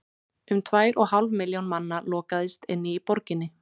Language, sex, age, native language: Icelandic, female, 18-19, Icelandic